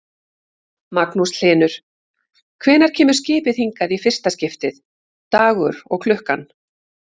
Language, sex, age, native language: Icelandic, female, 50-59, Icelandic